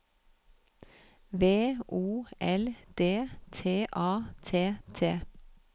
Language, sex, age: Norwegian, female, 31